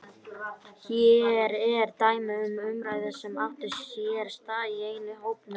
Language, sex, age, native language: Icelandic, female, 30-39, Icelandic